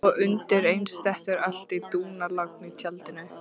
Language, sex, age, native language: Icelandic, female, 13, Icelandic